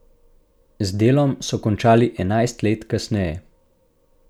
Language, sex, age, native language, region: Slovenian, male, 18-29, Slovenian, Central Slovenia